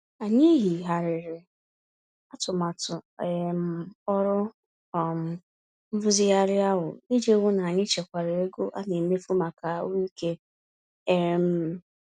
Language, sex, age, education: Igbo, female, 15-29, tertiary